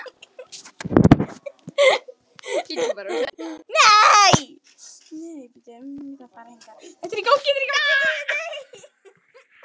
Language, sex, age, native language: Icelandic, female, 9, Icelandic